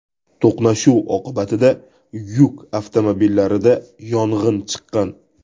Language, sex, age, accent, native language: Uzbek, male, 18-24, Toshkent viloyati, Uzbek